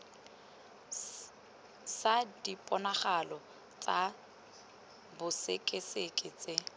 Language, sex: Tswana, female